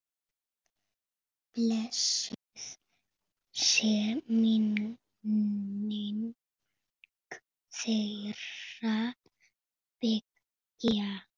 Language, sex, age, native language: Icelandic, female, 8, Spanish